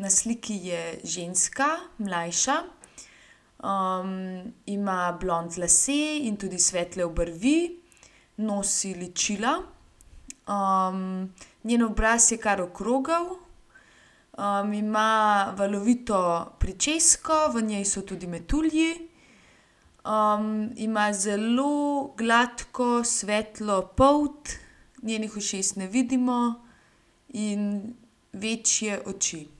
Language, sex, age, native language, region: Slovenian, female, 18-29, Slovenian, Gorenjska region